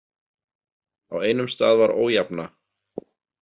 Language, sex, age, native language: Icelandic, male, 40-49, Icelandic